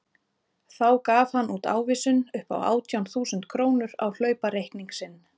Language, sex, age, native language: Icelandic, female, 30-39, Icelandic